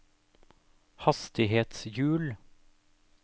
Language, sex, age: Norwegian, male, 28